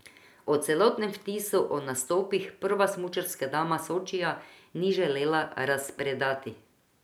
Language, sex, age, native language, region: Slovenian, female, 50-59, Croatian, Drava region